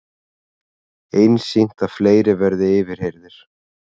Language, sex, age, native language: Icelandic, male, 30-39, Icelandic